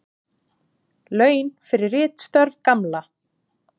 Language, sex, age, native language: Icelandic, female, 30-39, Icelandic